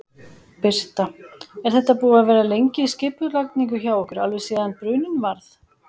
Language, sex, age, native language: Icelandic, female, 40-49, Icelandic